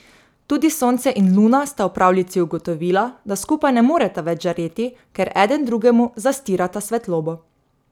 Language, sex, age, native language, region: Slovenian, female, 18-29, Slovenian, Drava region